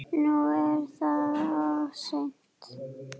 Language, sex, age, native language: Icelandic, female, 8, Icelandic